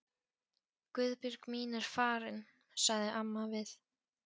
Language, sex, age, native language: Icelandic, female, 14, Polish